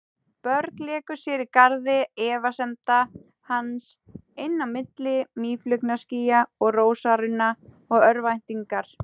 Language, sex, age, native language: Icelandic, female, 18-19, Icelandic